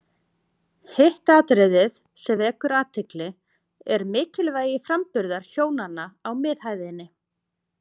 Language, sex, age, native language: Icelandic, female, 30-39, Icelandic